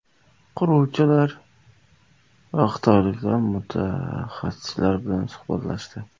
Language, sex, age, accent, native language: Uzbek, male, 25-34, Surxondaryo, Uzbek